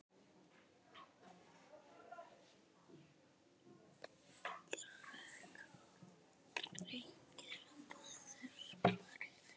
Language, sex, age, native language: Icelandic, female, 10, Icelandic